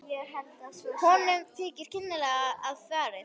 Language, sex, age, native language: Icelandic, female, 10, Icelandic